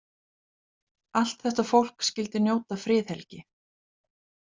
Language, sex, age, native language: Icelandic, female, 30-39, Icelandic